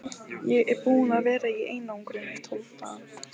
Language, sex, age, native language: Icelandic, female, 15, Lithuanian